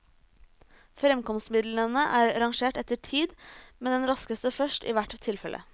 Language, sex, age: Norwegian, female, 26